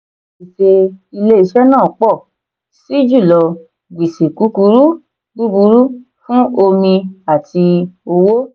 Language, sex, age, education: Yoruba, female, 15-29, tertiary